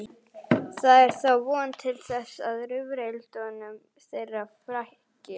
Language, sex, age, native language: Icelandic, female, 11, Icelandic